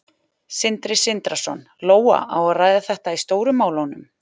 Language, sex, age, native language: Icelandic, female, 40-49, Icelandic